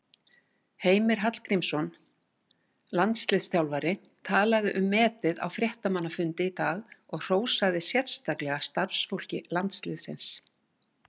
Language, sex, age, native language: Icelandic, female, 60-69, Icelandic